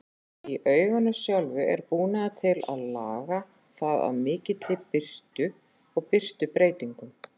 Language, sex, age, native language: Icelandic, female, 40-49, Icelandic